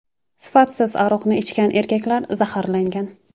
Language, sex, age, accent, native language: Uzbek, female, 19-29, Jizzax, Uzbek